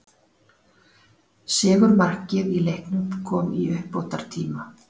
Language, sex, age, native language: Icelandic, female, 40-49, Icelandic